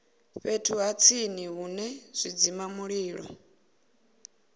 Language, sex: Venda, female